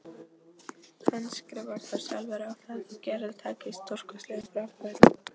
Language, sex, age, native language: Icelandic, female, 13, Polish